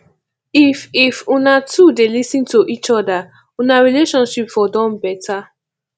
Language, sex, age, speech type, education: Nigerian Pidgin, female, 15-29, spontaneous, tertiary